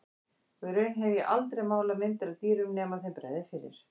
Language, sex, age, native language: Icelandic, female, 60-69, Icelandic